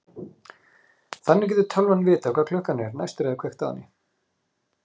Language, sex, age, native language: Icelandic, male, 40-49, Icelandic